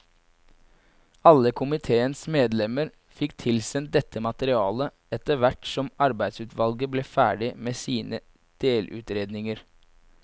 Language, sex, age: Norwegian, male, 24